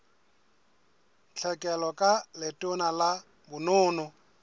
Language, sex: Southern Sotho, male